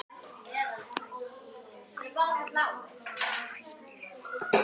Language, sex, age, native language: Icelandic, male, 10, Icelandic